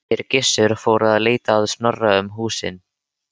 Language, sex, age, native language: Icelandic, male, 13, Icelandic